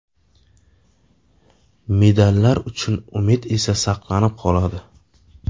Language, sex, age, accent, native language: Uzbek, male, 18-24, Navoiy, Uzbek